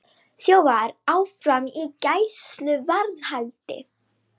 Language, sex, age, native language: Icelandic, female, 18-19, Icelandic